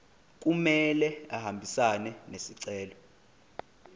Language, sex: Zulu, male